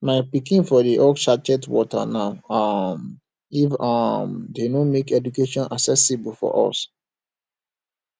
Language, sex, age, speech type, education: Nigerian Pidgin, male, 15-29, spontaneous, tertiary